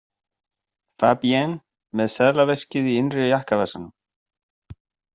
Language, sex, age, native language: Icelandic, male, 40-49, Icelandic